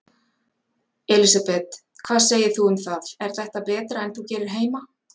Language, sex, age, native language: Icelandic, female, 40-49, Icelandic